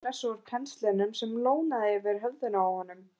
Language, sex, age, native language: Icelandic, other, 18-19, Icelandic